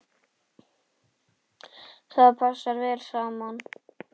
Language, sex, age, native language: Icelandic, male, 8, Icelandic